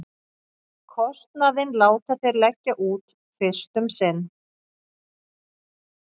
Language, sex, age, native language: Icelandic, female, 40-49, Icelandic